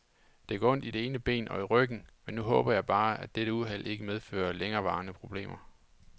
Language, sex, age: Danish, male, 28